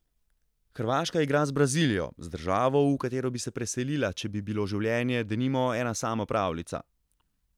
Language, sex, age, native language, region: Slovenian, male, 30-49, Slovenian, Central Slovenia